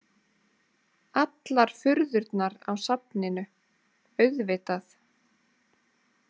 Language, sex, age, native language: Icelandic, female, 30-39, Icelandic